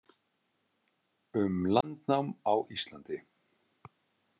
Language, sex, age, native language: Icelandic, male, 30-39, Icelandic